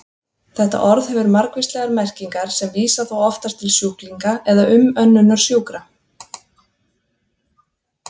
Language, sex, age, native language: Icelandic, female, 30-39, Icelandic